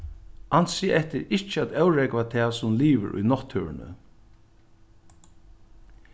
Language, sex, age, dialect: Faroese, male, 61+, Norðuroyggjar